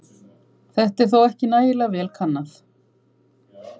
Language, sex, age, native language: Icelandic, female, 50-59, Icelandic